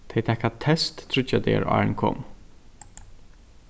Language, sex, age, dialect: Faroese, male, 36-60, Norðurstreymoy/Eysturoy